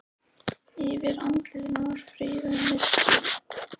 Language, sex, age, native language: Icelandic, female, 13, Icelandic